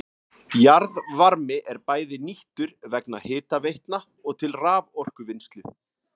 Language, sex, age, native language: Icelandic, male, 30-39, Icelandic